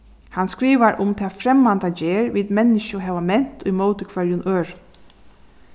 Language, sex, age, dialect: Faroese, female, 36-60, Suðurstreymoy